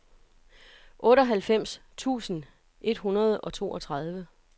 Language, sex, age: Danish, female, 42